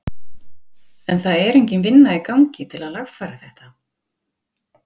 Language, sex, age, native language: Icelandic, female, 40-49, Icelandic